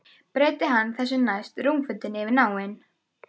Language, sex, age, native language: Icelandic, female, 12, Icelandic